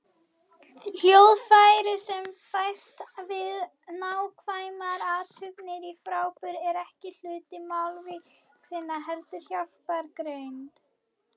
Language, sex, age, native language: Icelandic, female, 21, Icelandic